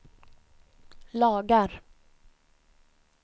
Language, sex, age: Swedish, female, 20